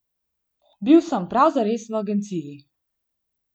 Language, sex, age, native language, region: Slovenian, female, 18-29, Slovenian, Gorenjska region